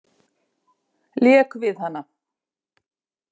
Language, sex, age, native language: Icelandic, female, 50-59, Icelandic